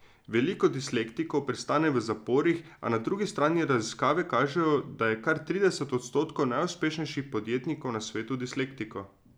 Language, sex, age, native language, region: Slovenian, male, 30-49, Slovenian, Drava region